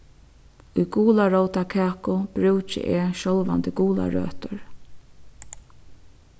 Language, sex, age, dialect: Faroese, female, 36-60, Suðurstreymoy